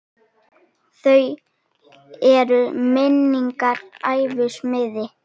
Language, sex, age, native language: Icelandic, female, 10, Icelandic